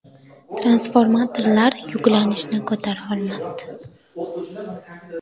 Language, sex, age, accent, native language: Uzbek, female, 19-29, Toshkent viloyati, Uzbek